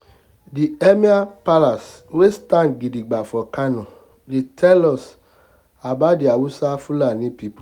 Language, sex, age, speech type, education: Nigerian Pidgin, male, 30-45, spontaneous, tertiary